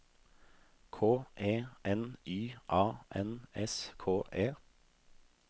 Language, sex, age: Norwegian, male, 32